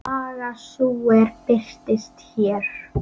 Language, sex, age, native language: Icelandic, female, 9, Icelandic